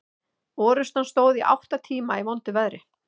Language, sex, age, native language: Icelandic, female, 30-39, Icelandic